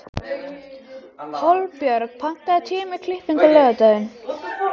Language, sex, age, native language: Icelandic, female, 13, Icelandic